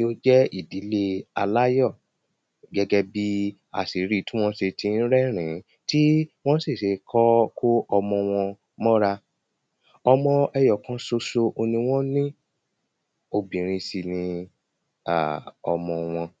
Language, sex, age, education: Yoruba, male, 30-45, primary